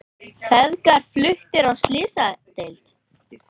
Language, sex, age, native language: Icelandic, male, 18-19, Icelandic